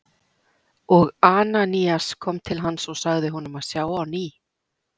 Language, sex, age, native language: Icelandic, female, 40-49, Icelandic